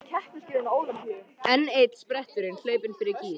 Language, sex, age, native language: Icelandic, male, 13, Icelandic